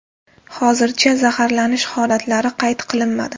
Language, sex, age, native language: Uzbek, female, 18-24, Uzbek